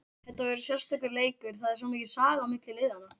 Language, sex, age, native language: Icelandic, female, 18-19, Icelandic